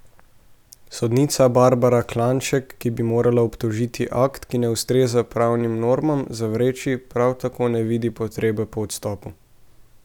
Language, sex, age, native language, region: Slovenian, male, 18-29, Slovenian, Central Slovenia